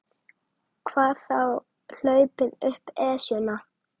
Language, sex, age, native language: Icelandic, male, 9, Icelandic